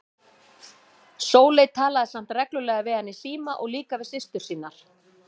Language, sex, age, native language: Icelandic, female, 50-59, Icelandic